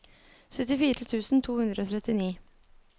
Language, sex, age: Norwegian, female, 23